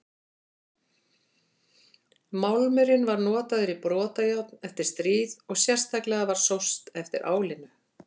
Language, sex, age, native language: Icelandic, female, 50-59, Icelandic